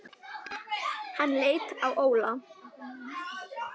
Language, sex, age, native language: Icelandic, female, 10, Icelandic